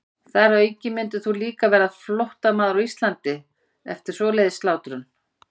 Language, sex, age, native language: Icelandic, female, 50-59, Icelandic